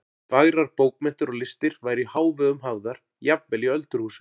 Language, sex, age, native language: Icelandic, male, 40-49, Icelandic